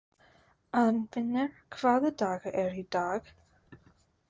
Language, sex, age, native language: Icelandic, female, 20-29, English